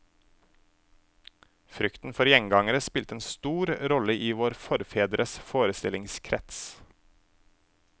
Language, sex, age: Norwegian, male, 27